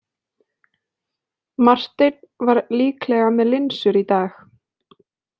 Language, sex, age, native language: Icelandic, female, 20-29, Icelandic